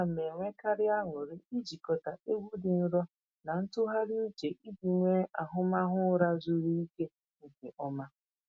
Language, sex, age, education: Igbo, female, 15-29, tertiary